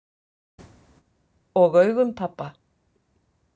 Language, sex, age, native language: Icelandic, female, 50-59, Icelandic